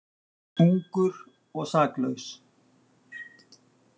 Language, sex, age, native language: Icelandic, male, 60-69, Icelandic